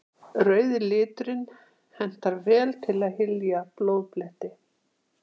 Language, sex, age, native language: Icelandic, female, 60-69, Icelandic